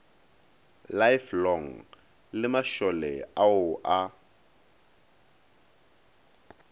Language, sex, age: Northern Sotho, male, 19